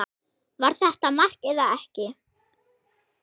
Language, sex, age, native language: Icelandic, male, 6, Icelandic